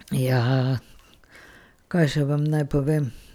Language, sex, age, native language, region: Slovenian, female, 50-59, Slovenian, Carinthia region